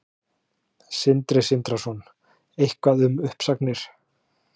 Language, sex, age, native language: Icelandic, male, 30-39, Icelandic